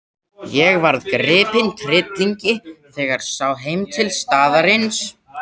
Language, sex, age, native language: Icelandic, male, 80-89, Swedish